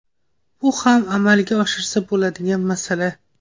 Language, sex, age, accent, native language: Uzbek, female, 18-24, Toshkent viloyati, Uzbek